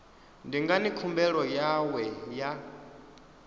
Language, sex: Venda, male